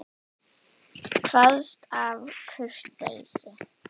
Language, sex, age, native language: Icelandic, female, 18-19, Icelandic